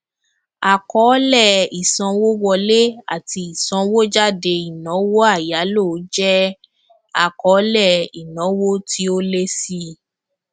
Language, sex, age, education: Yoruba, female, 15-29, tertiary